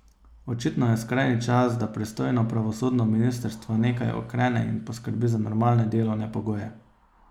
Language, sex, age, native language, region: Slovenian, male, 30-49, Slovenian, Savinja region